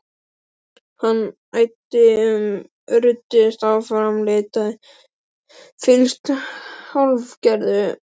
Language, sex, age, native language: Icelandic, male, 12, Icelandic